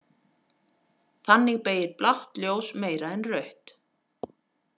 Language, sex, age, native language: Icelandic, female, 40-49, Icelandic